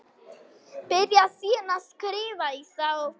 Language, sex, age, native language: Icelandic, female, 11, Icelandic